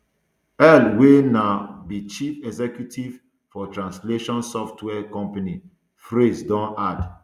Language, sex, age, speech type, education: Nigerian Pidgin, male, 30-45, spontaneous, tertiary